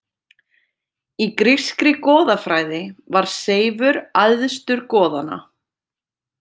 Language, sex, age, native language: Icelandic, female, 30-39, Icelandic